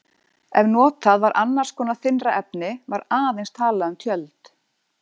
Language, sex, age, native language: Icelandic, female, 40-49, Icelandic